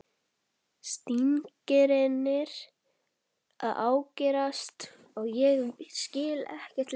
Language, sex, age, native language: Icelandic, male, 11, Icelandic